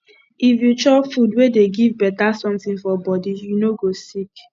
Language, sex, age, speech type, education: Nigerian Pidgin, female, 15-29, spontaneous, tertiary